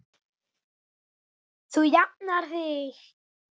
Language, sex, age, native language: Icelandic, male, 8, Icelandic